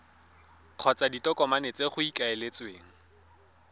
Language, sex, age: Tswana, male, 23